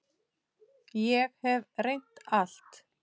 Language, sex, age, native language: Icelandic, female, 6, Icelandic